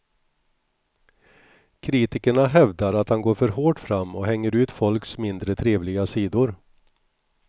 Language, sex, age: Swedish, male, 61